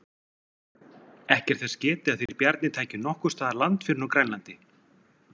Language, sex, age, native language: Icelandic, male, 40-49, Icelandic